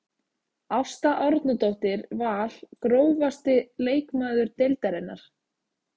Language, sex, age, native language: Icelandic, female, 20-29, Icelandic